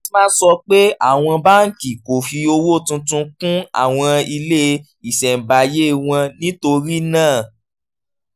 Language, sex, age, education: Yoruba, male, 15-29, tertiary